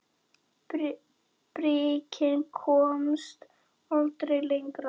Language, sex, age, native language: Icelandic, female, 9, Icelandic